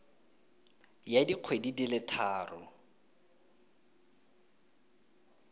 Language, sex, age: Tswana, male, 20